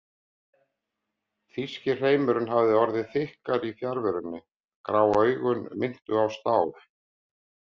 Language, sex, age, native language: Icelandic, male, 50-59, Icelandic